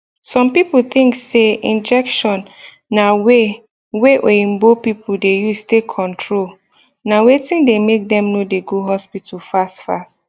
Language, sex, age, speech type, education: Nigerian Pidgin, female, 15-29, spontaneous, tertiary